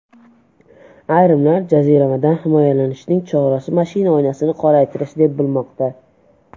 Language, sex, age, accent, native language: Uzbek, male, under 19, Andijon, Uzbek